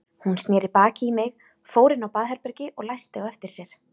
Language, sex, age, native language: Icelandic, female, 30-39, Icelandic